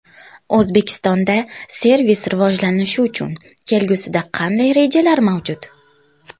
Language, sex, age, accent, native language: Uzbek, female, 19-29, Toshkent viloyati, Uzbek